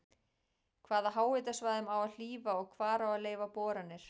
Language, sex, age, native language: Icelandic, female, 40-49, Icelandic